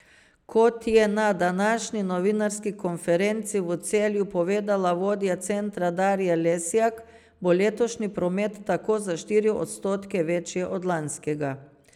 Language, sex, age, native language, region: Slovenian, female, 50-59, Slovenian, Savinja region